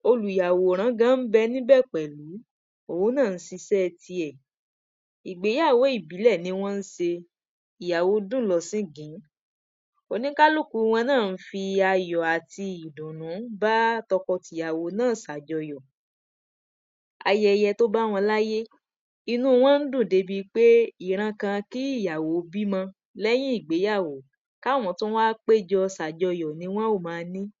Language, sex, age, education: Yoruba, female, 30-45, primary